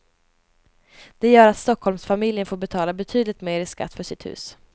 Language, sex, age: Swedish, female, 20